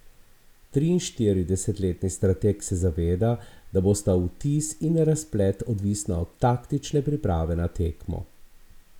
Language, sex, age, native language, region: Slovenian, male, 50-59, Slovenian, Abroad